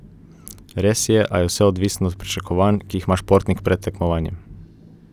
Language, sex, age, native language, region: Slovenian, male, 18-29, Slovenian, Coastal Karst region